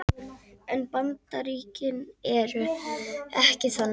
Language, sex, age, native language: Icelandic, female, 50-59, Icelandic